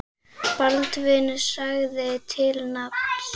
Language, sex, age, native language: Icelandic, female, 8, Icelandic